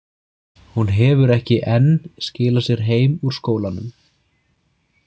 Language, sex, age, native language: Icelandic, male, 30-39, Icelandic